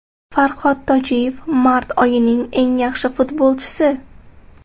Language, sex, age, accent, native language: Uzbek, female, 18-24, Toshkent shahri, Uzbek